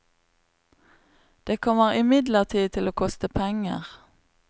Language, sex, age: Norwegian, female, 36